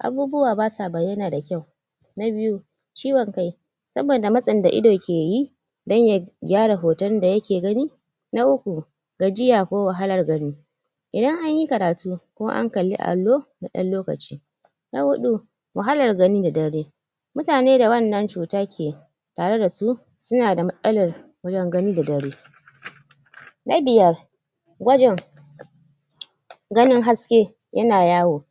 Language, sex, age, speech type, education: Hausa, female, 30-45, spontaneous, tertiary